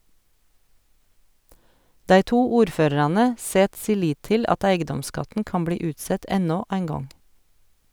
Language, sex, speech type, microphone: Norwegian, female, read, Sennheiser